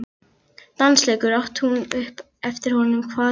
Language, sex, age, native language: Icelandic, female, 11, Icelandic